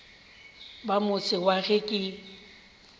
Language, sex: Northern Sotho, female